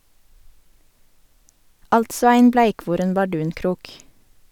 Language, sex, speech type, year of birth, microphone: Norwegian, female, read, 1987, Sennheiser